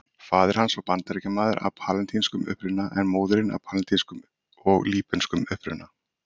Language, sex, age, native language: Icelandic, male, 30-39, Icelandic